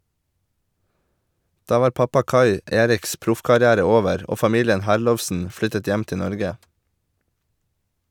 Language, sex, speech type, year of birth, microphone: Norwegian, male, read, 1989, Shure